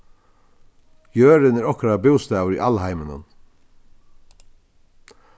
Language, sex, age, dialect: Faroese, male, 61+, Vágar